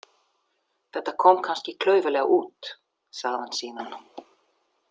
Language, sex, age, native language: Icelandic, female, 60-69, Icelandic